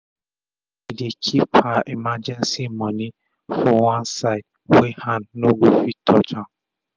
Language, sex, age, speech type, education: Nigerian Pidgin, male, 30-45, spontaneous, tertiary